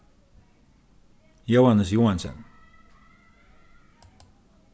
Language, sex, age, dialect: Faroese, male, 36-60, Norðurstreymoy/Eysturoy